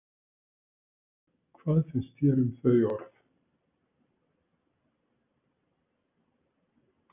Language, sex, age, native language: Icelandic, male, 60-69, Icelandic